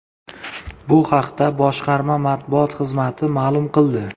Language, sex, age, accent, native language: Uzbek, male, 25-34, Samarqand, Uzbek